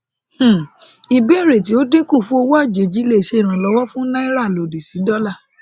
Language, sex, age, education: Yoruba, female, 30-45, tertiary